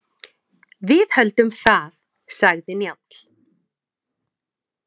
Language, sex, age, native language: Icelandic, female, 30-39, Icelandic